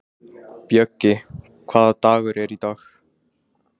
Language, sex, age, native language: Icelandic, male, 15, Icelandic